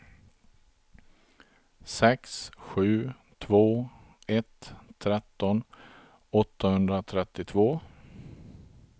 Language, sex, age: Swedish, male, 42